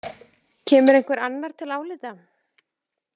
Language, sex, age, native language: Icelandic, female, 30-39, Icelandic